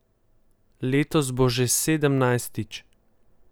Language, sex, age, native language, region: Slovenian, male, 18-29, Slovenian, Central Slovenia